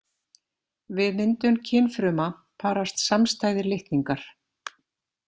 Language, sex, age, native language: Icelandic, female, 50-59, Icelandic